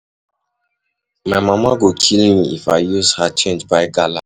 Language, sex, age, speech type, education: Nigerian Pidgin, male, 15-29, spontaneous, tertiary